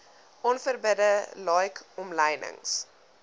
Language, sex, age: Afrikaans, female, 19